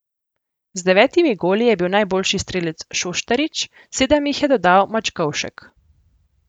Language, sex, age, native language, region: Slovenian, female, 18-29, Slovenian, Central Slovenia